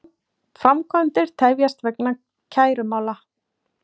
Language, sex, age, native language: Icelandic, female, 40-49, Icelandic